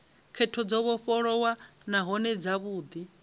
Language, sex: Venda, female